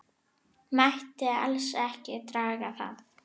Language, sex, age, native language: Icelandic, female, 9, Icelandic